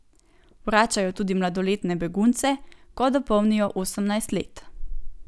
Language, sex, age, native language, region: Slovenian, female, 18-29, Slovenian, Gorenjska region